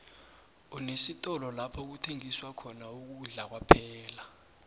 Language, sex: South Ndebele, male